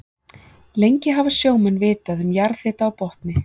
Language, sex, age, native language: Icelandic, female, 40-49, Icelandic